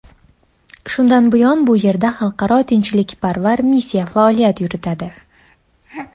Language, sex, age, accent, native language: Uzbek, female, 19-29, Andijon, Uzbek